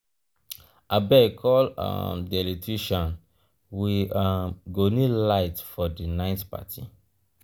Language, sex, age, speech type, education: Nigerian Pidgin, male, 30-45, spontaneous, tertiary